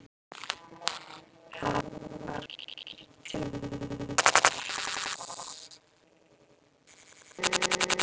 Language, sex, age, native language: Icelandic, other, 12, Icelandic